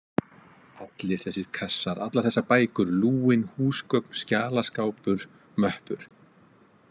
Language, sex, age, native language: Icelandic, male, 50-59, Icelandic